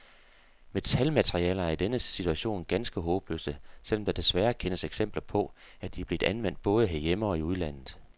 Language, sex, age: Danish, male, 48